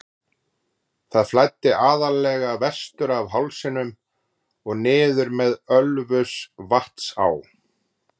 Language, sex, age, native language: Icelandic, male, 40-49, Icelandic